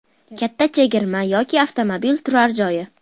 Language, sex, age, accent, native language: Uzbek, female, 12-17, Farg'ona, Uzbek